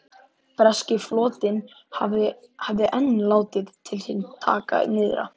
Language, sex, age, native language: Icelandic, male, 11, Icelandic